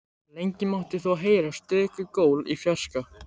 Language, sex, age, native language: Icelandic, male, 13, Icelandic